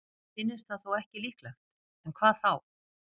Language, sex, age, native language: Icelandic, female, 50-59, Icelandic